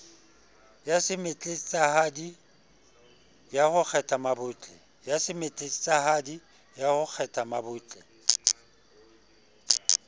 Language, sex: Southern Sotho, male